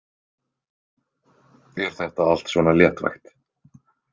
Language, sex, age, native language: Icelandic, male, 20-29, Icelandic